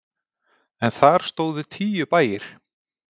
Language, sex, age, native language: Icelandic, male, 40-49, Icelandic